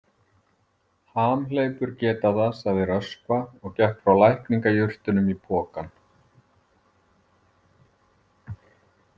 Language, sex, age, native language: Icelandic, male, 50-59, Icelandic